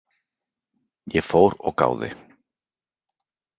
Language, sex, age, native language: Icelandic, male, 40-49, Icelandic